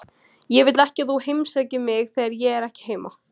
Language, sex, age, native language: Icelandic, female, 18-19, Icelandic